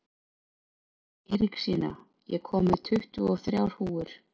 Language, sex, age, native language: Icelandic, female, 40-49, Icelandic